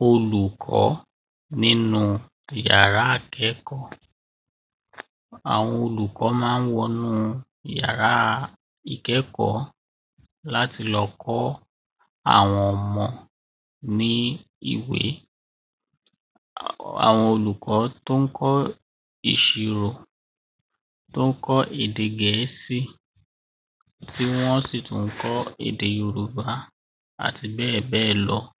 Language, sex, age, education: Yoruba, male, 15-29, primary